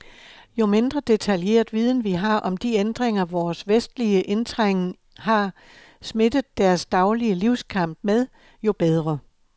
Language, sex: Danish, male